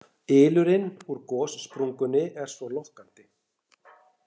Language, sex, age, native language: Icelandic, male, 60-69, Icelandic